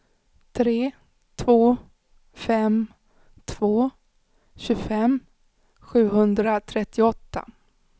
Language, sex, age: Swedish, female, 35